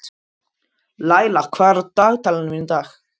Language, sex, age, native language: Icelandic, male, 13, Icelandic